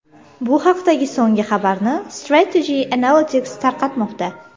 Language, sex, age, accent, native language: Uzbek, female, 25-34, Toshkent shahri, Uzbek